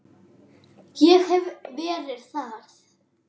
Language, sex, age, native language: Icelandic, female, 10, Icelandic